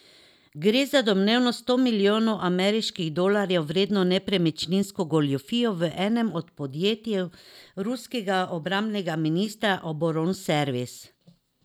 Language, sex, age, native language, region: Slovenian, female, 50-59, Slovenian, Drava region